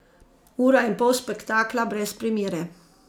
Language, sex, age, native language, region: Slovenian, female, 50-59, Slovenian, Zasavska region